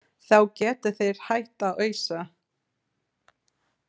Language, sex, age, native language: Icelandic, female, 30-39, English